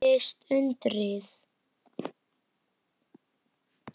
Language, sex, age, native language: Icelandic, female, 8, Icelandic